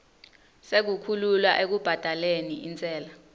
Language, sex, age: Swati, female, 19